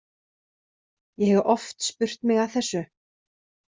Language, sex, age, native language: Icelandic, female, 30-39, Icelandic